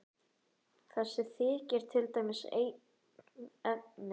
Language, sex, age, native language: Icelandic, male, 11, Icelandic